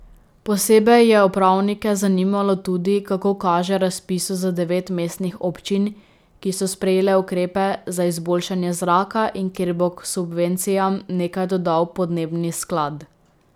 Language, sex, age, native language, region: Slovenian, female, 18-29, Slovenian, Drava region